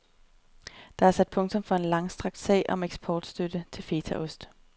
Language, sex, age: Danish, female, 30